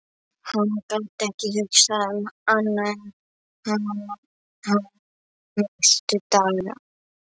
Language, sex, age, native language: Icelandic, female, 11, Icelandic